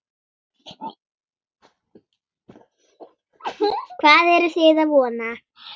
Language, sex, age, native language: Icelandic, female, 9, Icelandic